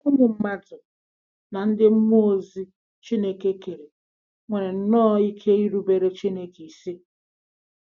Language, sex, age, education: Igbo, female, 46-60, tertiary